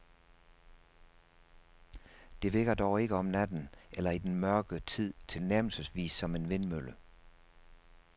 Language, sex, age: Danish, male, 56